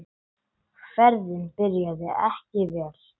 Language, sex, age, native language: Icelandic, male, 9, English